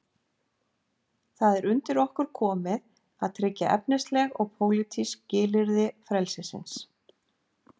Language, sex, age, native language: Icelandic, female, 50-59, Icelandic